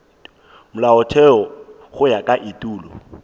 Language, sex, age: Northern Sotho, male, 18